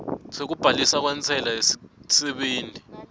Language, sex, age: Swati, male, 21